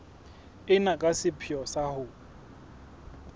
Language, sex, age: Southern Sotho, male, 21